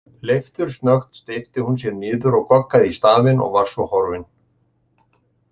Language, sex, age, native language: Icelandic, male, 60-69, Icelandic